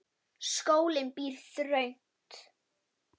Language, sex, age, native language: Icelandic, female, 9, Icelandic